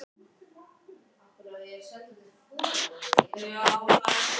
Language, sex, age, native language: Icelandic, male, 18-19, Icelandic